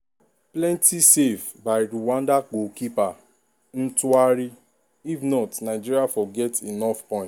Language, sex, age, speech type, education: Nigerian Pidgin, male, 15-29, spontaneous, tertiary